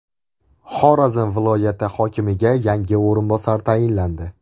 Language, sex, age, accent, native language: Uzbek, male, 18-24, Andijon, Uzbek